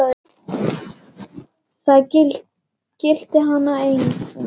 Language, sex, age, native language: Icelandic, female, 10, Icelandic